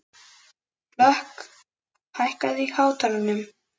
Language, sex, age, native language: Icelandic, male, 11, Icelandic